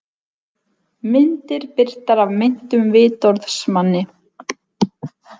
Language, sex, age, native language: Icelandic, female, 20-29, Icelandic